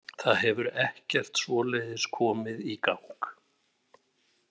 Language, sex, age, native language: Icelandic, male, 60-69, Icelandic